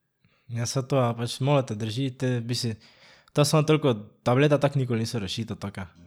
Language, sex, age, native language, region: Slovenian, male, 18-29, Slovenian, Drava region